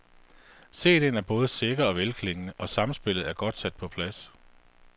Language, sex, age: Danish, male, 48